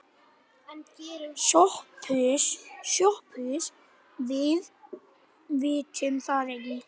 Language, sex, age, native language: Icelandic, other, 9, Icelandic